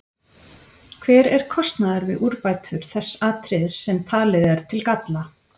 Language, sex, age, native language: Icelandic, female, 50-59, Icelandic